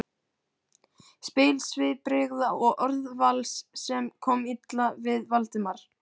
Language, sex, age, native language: Icelandic, male, 12, Icelandic